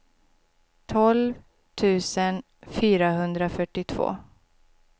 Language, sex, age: Swedish, female, 26